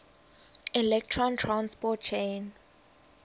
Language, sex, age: English, female, 19